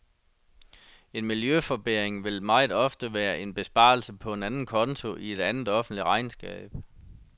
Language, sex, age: Danish, male, 37